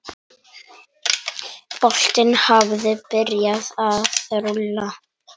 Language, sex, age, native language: Icelandic, male, 9, Icelandic